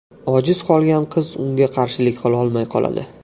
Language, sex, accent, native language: Uzbek, male, Andijon, Uzbek